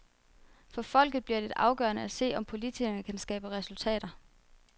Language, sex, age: Danish, female, 24